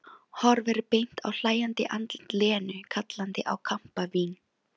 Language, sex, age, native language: Icelandic, female, 16, Filipino